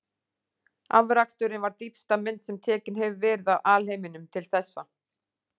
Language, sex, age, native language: Icelandic, female, 40-49, Icelandic